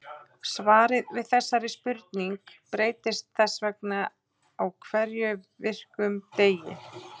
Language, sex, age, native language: Icelandic, male, 20-29, Icelandic